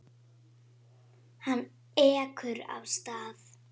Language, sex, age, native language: Icelandic, female, 8, Icelandic